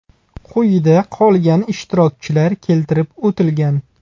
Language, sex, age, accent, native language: Uzbek, male, 30-39, Buxoro, Uzbek